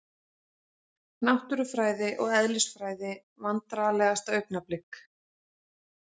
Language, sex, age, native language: Icelandic, female, 40-49, Icelandic